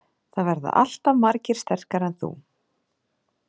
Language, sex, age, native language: Icelandic, female, 40-49, Icelandic